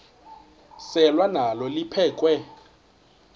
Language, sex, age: Xhosa, male, 21